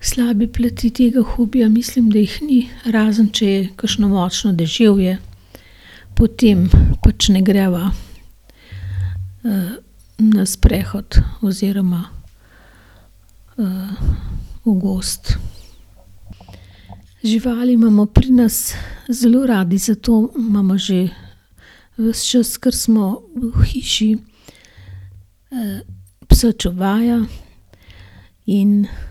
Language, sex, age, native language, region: Slovenian, female, 60+, Slovenian, Gorenjska region